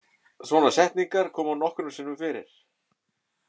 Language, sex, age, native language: Icelandic, male, 30-39, Icelandic